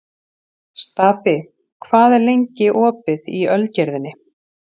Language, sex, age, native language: Icelandic, female, 40-49, Icelandic